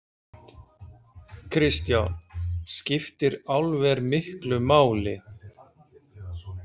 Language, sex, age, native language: Icelandic, male, 40-49, Icelandic